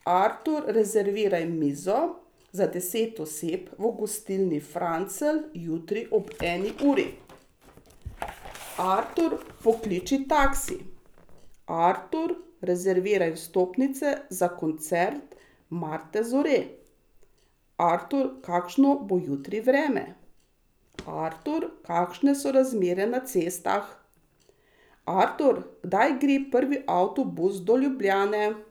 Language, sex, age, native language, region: Slovenian, female, 60+, Slovenian, Savinja region